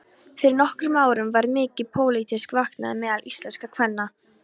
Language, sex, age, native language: Icelandic, female, 13, Polish